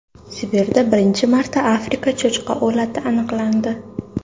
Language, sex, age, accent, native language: Uzbek, female, under 19, Toshkent shahri, Uzbek